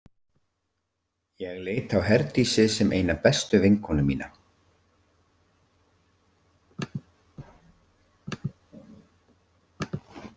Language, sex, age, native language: Icelandic, male, 50-59, Icelandic